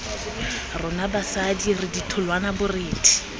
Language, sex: Tswana, female